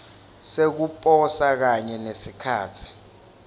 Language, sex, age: Swati, male, 19